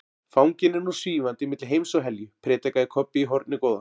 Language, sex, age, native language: Icelandic, male, 40-49, Icelandic